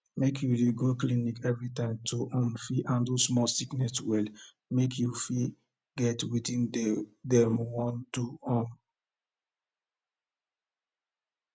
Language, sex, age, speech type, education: Nigerian Pidgin, male, 15-29, spontaneous, tertiary